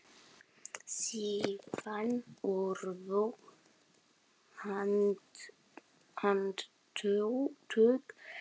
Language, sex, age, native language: Icelandic, female, 7, Icelandic